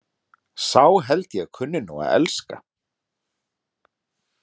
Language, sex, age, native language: Icelandic, male, 30-39, Icelandic